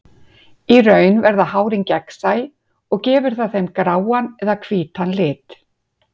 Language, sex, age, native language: Icelandic, female, 50-59, Icelandic